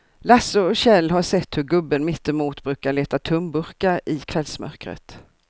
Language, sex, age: Swedish, female, 64